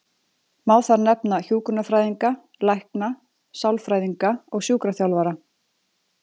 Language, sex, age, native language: Icelandic, female, 40-49, Icelandic